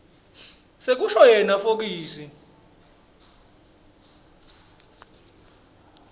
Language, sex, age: Swati, male, 26